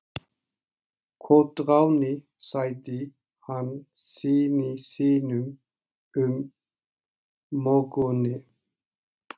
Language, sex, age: Icelandic, male, 40-49